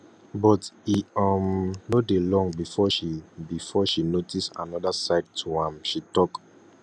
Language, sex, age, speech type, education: Nigerian Pidgin, male, 15-29, spontaneous, tertiary